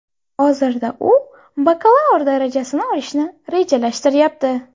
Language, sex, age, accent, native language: Uzbek, female, 18-24, Buxoro, Uzbek